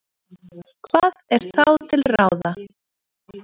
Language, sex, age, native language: Icelandic, female, 30-39, Icelandic